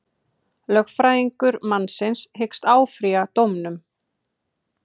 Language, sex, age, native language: Icelandic, female, 30-39, Icelandic